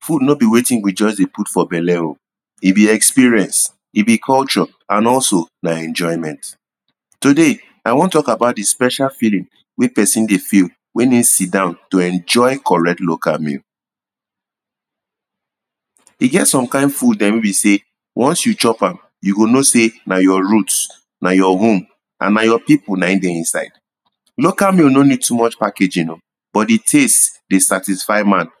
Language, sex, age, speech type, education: Nigerian Pidgin, male, 30-45, spontaneous, tertiary